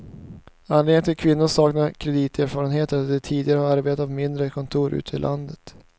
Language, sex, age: Swedish, male, 19